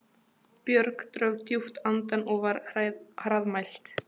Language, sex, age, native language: Icelandic, female, 15, Polish